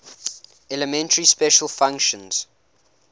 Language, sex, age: English, male, 19